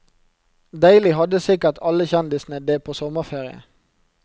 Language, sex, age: Norwegian, male, 29